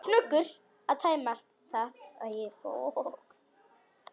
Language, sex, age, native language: Icelandic, female, 10, Icelandic